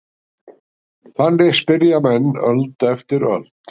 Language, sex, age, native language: Icelandic, male, 60-69, Icelandic